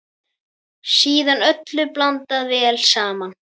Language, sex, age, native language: Icelandic, female, 10, Icelandic